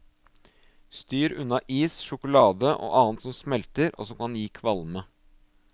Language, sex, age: Norwegian, male, 24